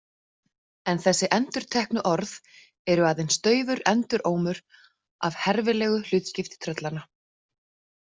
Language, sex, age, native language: Icelandic, female, 40-49, Icelandic